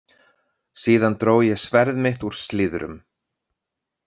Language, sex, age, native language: Icelandic, male, 30-39, Icelandic